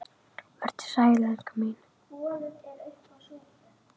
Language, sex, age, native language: Icelandic, female, 10, Icelandic